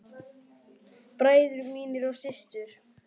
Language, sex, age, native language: Icelandic, male, 10, Icelandic